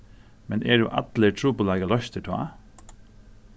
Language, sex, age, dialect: Faroese, male, 36-60, Suðurstreymoy